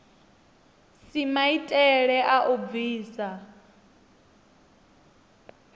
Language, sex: Venda, female